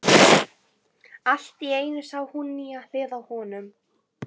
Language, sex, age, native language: Icelandic, female, 11, Icelandic